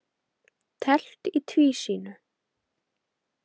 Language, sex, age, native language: Icelandic, female, 18-19, Icelandic